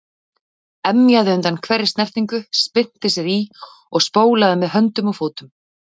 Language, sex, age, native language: Icelandic, female, 40-49, Icelandic